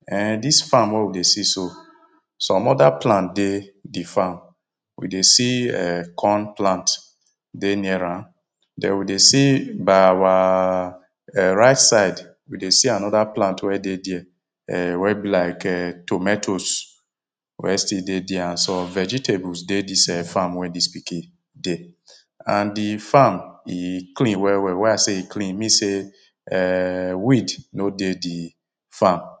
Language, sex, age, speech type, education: Nigerian Pidgin, male, 30-45, spontaneous, tertiary